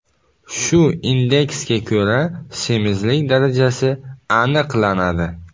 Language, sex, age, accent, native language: Uzbek, male, 18-24, Buxoro, Uzbek